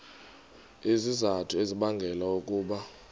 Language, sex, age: Xhosa, male, 32